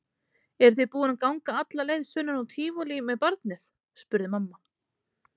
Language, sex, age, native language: Icelandic, female, 30-39, Icelandic